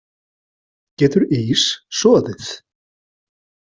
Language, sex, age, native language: Icelandic, male, 40-49, Icelandic